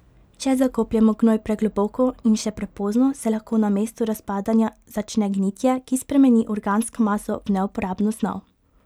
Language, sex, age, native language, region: Slovenian, female, 18-29, Slovenian, Pomurje region